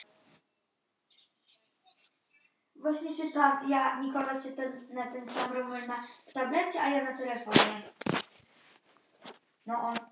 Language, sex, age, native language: Icelandic, female, 18-19, Icelandic